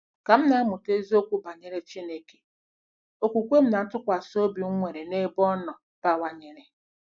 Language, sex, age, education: Igbo, female, 46-60, tertiary